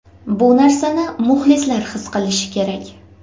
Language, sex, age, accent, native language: Uzbek, female, 18-24, Namangan, Uzbek